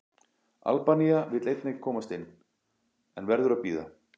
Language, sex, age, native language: Icelandic, male, 40-49, Icelandic